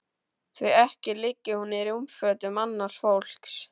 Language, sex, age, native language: Icelandic, male, 12, Icelandic